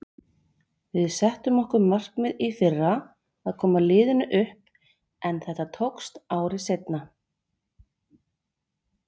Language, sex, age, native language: Icelandic, female, 40-49, Icelandic